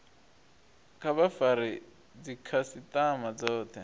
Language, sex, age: Venda, male, 23